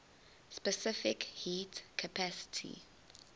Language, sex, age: English, female, 20